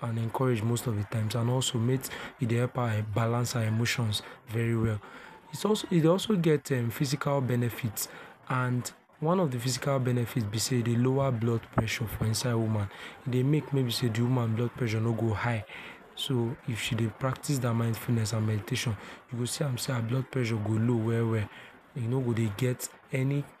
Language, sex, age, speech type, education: Nigerian Pidgin, male, 46-60, spontaneous, tertiary